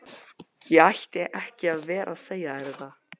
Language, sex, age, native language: Icelandic, male, 12, Icelandic